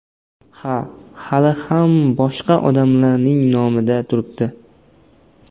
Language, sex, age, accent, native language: Uzbek, male, 18-24, Namangan, Uzbek